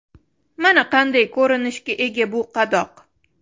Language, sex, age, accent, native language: Uzbek, female, 25-34, Toshkent shahri, Uzbek